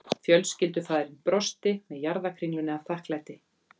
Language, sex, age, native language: Icelandic, female, 40-49, Icelandic